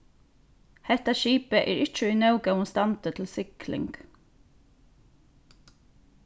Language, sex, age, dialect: Faroese, female, 15-35, Norðurstreymoy/Eysturoy